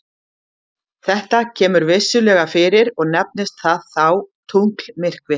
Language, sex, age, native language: Icelandic, female, 50-59, Icelandic